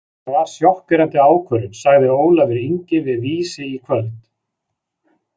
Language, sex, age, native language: Icelandic, male, 40-49, Icelandic